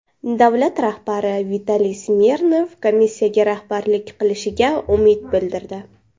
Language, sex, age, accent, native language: Uzbek, female, under 19, Navoiy, Uzbek